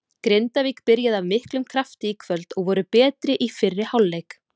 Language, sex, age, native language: Icelandic, female, 30-39, Icelandic